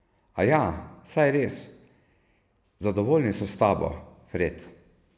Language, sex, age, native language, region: Slovenian, male, 50-59, Slovenian, Savinja region